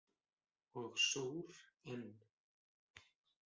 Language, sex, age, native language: Icelandic, male, 40-49, Icelandic